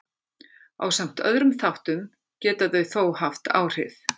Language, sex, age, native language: Icelandic, female, 50-59, Icelandic